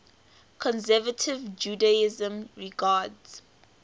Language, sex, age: English, female, 18